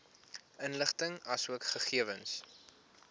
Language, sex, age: Afrikaans, male, 21